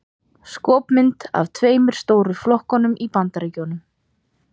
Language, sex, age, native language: Icelandic, female, 30-39, Icelandic